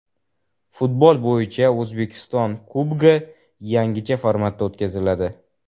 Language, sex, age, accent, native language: Uzbek, male, 12-17, Jizzax, Uzbek